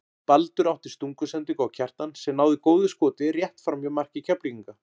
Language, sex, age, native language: Icelandic, male, 40-49, Icelandic